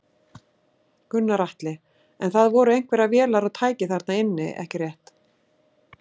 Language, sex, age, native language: Icelandic, female, 60-69, Icelandic